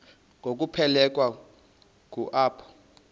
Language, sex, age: Xhosa, male, 28